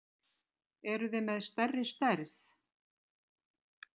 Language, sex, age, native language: Icelandic, female, 60-69, Icelandic